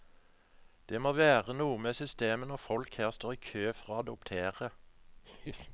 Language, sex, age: Norwegian, male, 57